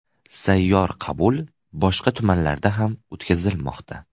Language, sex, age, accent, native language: Uzbek, male, 18-24, Farg'ona, Uzbek